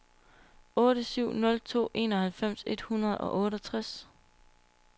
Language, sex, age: Danish, female, 22